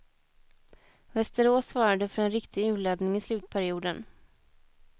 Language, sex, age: Swedish, female, 21